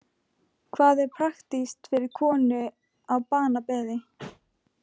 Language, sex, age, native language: Icelandic, female, 15, Icelandic